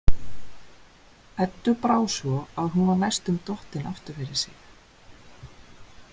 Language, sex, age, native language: Icelandic, female, 30-39, Icelandic